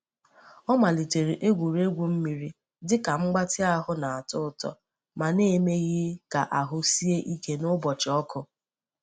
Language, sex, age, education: Igbo, female, 30-45, tertiary